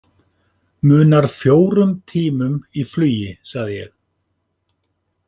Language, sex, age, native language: Icelandic, male, 50-59, Icelandic